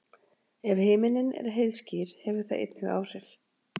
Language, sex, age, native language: Icelandic, female, 40-49, Icelandic